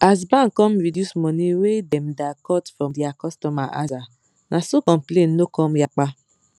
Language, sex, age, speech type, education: Nigerian Pidgin, female, 30-45, spontaneous, secondary